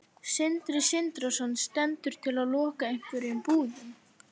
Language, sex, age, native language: Icelandic, female, 11, Icelandic